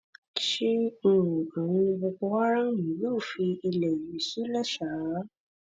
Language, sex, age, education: Yoruba, female, 15-29, tertiary